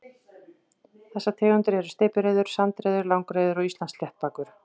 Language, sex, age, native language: Icelandic, female, 40-49, Icelandic